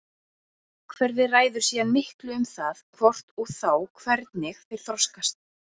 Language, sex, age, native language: Icelandic, female, 20-29, Icelandic